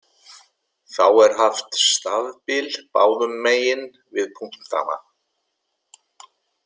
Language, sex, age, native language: Icelandic, male, 70-79, Icelandic